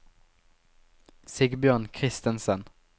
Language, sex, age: Norwegian, male, 19